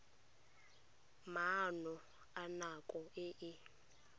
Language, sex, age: Tswana, female, 23